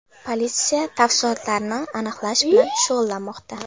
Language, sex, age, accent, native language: Uzbek, female, under 19, Samarqand, Uzbek